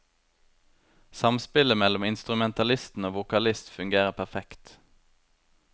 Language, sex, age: Norwegian, male, 23